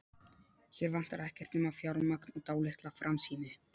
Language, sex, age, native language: Icelandic, male, 12, Polish